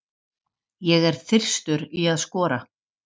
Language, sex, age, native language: Icelandic, female, 40-49, Icelandic